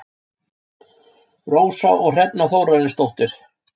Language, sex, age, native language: Icelandic, male, 60-69, Icelandic